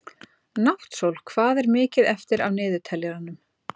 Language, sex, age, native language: Icelandic, female, 30-39, Icelandic